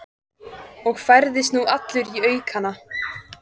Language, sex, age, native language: Icelandic, female, 14, Icelandic